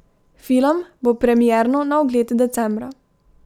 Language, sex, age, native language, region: Slovenian, female, 18-29, Slovenian, Drava region